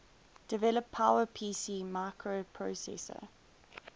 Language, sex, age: English, female, 22